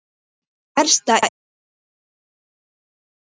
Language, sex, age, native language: Icelandic, male, 10, Icelandic